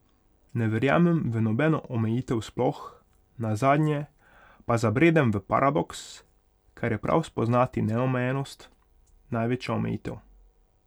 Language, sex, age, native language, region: Slovenian, male, 18-29, Hungarian, Pomurje region